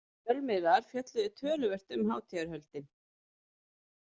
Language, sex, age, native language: Icelandic, female, 30-39, Icelandic